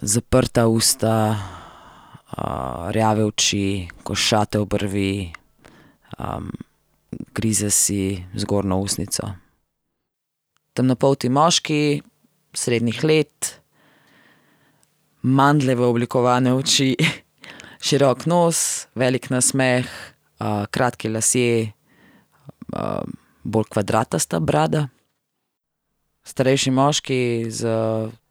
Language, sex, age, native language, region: Slovenian, female, 30-49, Slovenian, Central Slovenia